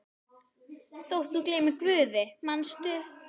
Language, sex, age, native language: Icelandic, female, 9, Icelandic